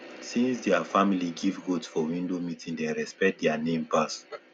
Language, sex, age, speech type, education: Nigerian Pidgin, male, 15-29, spontaneous, tertiary